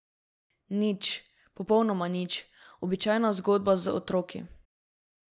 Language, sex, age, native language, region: Slovenian, female, 12-17, Slovenian, Drava region